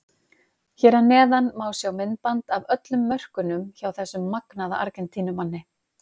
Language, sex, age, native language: Icelandic, female, 50-59, Icelandic